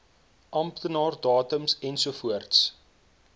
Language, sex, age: Afrikaans, male, 22